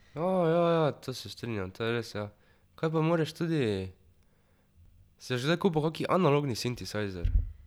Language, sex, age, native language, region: Slovenian, male, 12-17, Slovenian, Drava region